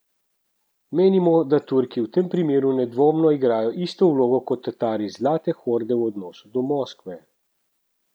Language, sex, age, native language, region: Slovenian, male, 30-49, Slovenian, Central Slovenia